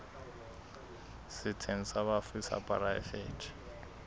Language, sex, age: Southern Sotho, male, 21